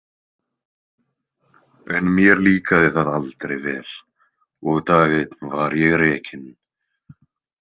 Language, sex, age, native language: Icelandic, male, 20-29, Icelandic